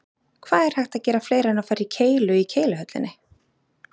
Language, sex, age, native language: Icelandic, female, 30-39, Icelandic